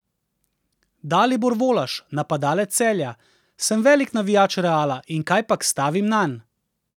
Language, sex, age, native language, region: Slovenian, male, 30-49, Slovenian, Central Slovenia